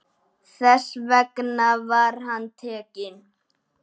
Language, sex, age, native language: Icelandic, male, 9, Icelandic